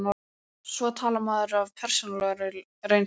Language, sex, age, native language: Icelandic, male, 12, Icelandic